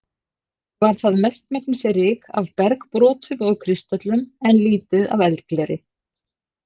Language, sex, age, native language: Icelandic, female, 50-59, Icelandic